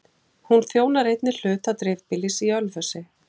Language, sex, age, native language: Icelandic, female, 40-49, Icelandic